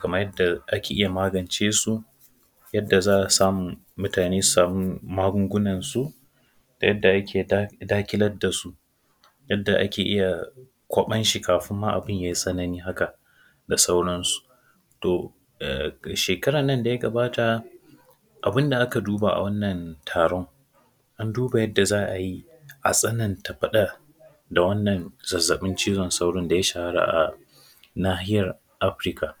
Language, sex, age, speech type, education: Hausa, male, 15-29, spontaneous, secondary